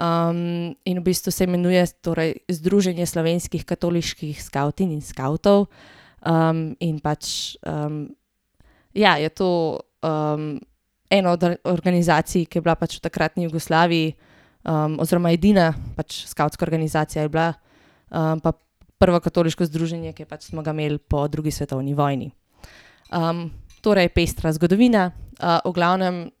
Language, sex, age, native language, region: Slovenian, female, 18-29, Slovenian, Gorenjska region